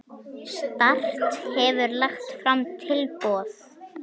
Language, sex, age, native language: Icelandic, female, 21, Icelandic